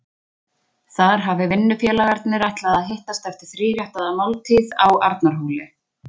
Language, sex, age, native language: Icelandic, female, 20-29, Icelandic